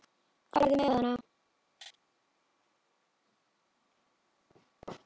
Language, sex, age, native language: Icelandic, female, 10, Icelandic